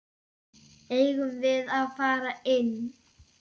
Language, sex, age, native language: Icelandic, female, 10, Icelandic